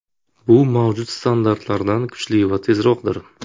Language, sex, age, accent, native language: Uzbek, male, 25-34, Buxoro, Uzbek